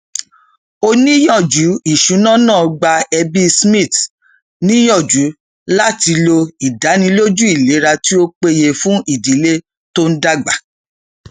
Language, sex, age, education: Yoruba, female, 46-60, tertiary